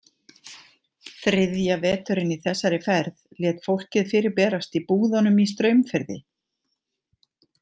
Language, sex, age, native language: Icelandic, female, 40-49, Icelandic